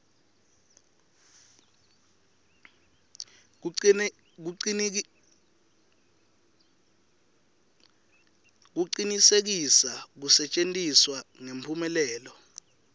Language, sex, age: Swati, male, 19